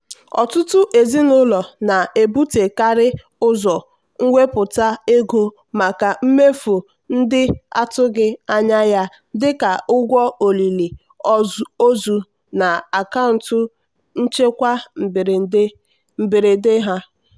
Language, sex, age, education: Igbo, female, 15-29, tertiary